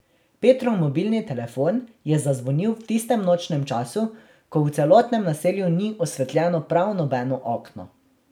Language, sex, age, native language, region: Slovenian, male, 18-29, Slovenian, Drava region